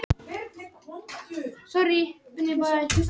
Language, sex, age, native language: Icelandic, male, 18-19, Icelandic